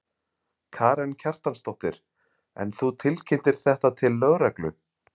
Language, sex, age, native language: Icelandic, male, 30-39, Icelandic